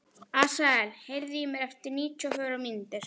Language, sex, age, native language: Icelandic, female, 11, Icelandic